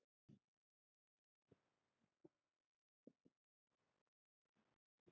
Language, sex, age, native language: Icelandic, female, 8, Icelandic